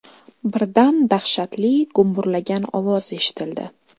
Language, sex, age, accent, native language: Uzbek, female, 18-24, Jizzax, Uzbek